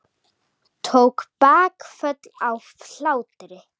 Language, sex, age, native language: Icelandic, female, 9, Icelandic